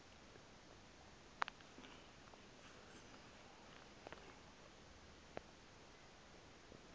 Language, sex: Xhosa, male